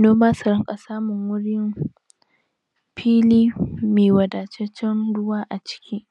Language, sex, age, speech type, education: Hausa, female, 15-29, spontaneous, tertiary